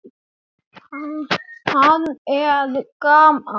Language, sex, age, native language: Icelandic, male, 7, Icelandic